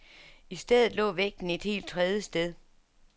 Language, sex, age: Danish, female, 47